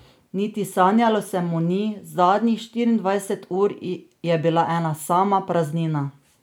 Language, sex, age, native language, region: Slovenian, female, 30-49, Slovenian, Drava region